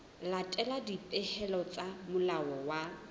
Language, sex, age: Southern Sotho, female, 20